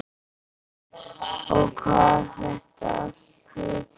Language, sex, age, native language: Icelandic, male, 8, Icelandic